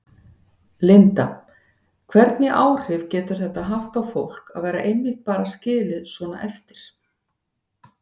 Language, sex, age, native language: Icelandic, female, 50-59, Icelandic